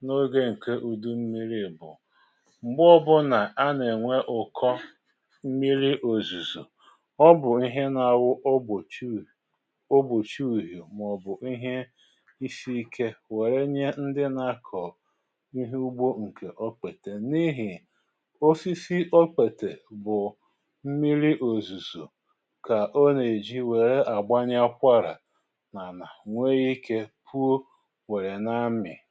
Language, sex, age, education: Igbo, male, 30-45, tertiary